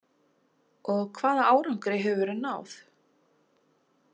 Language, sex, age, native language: Icelandic, female, 30-39, Icelandic